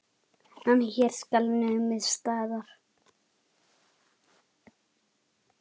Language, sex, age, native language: Icelandic, male, 10, Icelandic